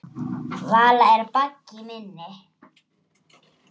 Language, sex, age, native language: Icelandic, female, 6, Icelandic